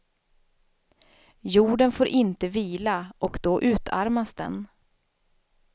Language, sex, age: Swedish, female, 32